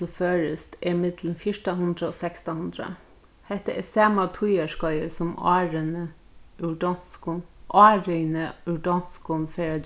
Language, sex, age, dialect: Faroese, female, 36-60, Norðurstreymoy/Eysturoy